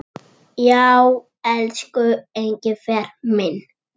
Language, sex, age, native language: Icelandic, male, 6, Icelandic